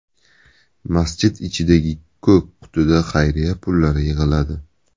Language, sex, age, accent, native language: Uzbek, male, 25-34, Buxoro, Uzbek